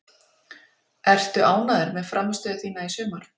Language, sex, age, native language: Icelandic, female, 40-49, Icelandic